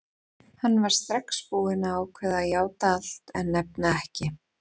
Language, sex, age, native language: Icelandic, female, 40-49, Icelandic